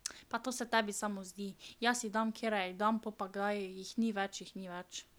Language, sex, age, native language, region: Slovenian, female, 12-17, Slovenian, Drava region